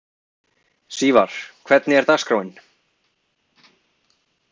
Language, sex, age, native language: Icelandic, male, 20-29, Icelandic